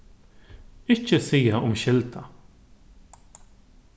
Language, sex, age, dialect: Faroese, male, 36-60, Norðurstreymoy/Eysturoy